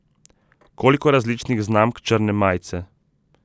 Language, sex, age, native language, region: Slovenian, male, 30-49, Slovenian, Southeast Slovenia